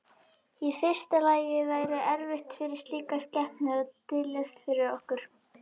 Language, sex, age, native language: Icelandic, female, 21, Icelandic